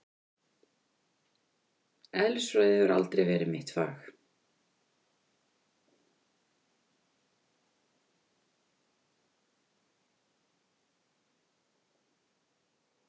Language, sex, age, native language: Icelandic, female, 50-59, Icelandic